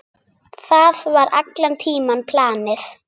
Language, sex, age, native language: Icelandic, female, 8, Icelandic